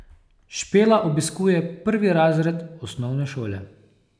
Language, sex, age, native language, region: Slovenian, male, 30-49, Slovenian, Posavska region